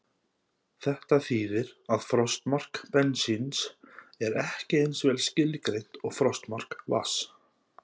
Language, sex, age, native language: Icelandic, male, 30-39, Icelandic